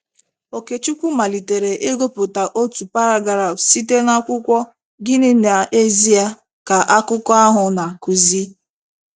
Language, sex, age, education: Igbo, female, 15-29, tertiary